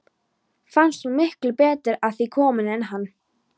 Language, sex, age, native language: Icelandic, female, 13, Polish